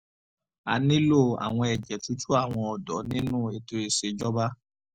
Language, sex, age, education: Yoruba, male, 30-45, tertiary